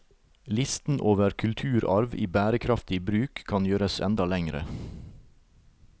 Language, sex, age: Norwegian, male, 38